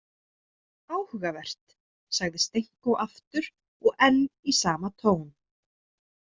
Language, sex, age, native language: Icelandic, female, 30-39, Icelandic